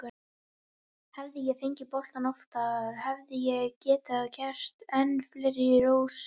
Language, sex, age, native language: Icelandic, female, 18-19, Icelandic